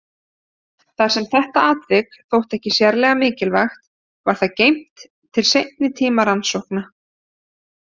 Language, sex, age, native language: Icelandic, female, 30-39, Icelandic